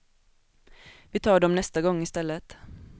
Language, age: Swedish, 21